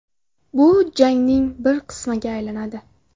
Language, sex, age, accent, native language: Uzbek, female, 18-24, Farg'ona, Uzbek